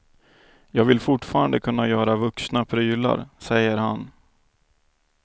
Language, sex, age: Swedish, male, 28